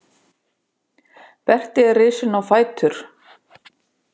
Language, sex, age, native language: Icelandic, female, 50-59, Icelandic